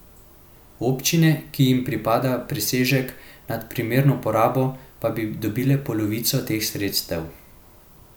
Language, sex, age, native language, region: Slovenian, male, 18-29, Slovenian, Central Slovenia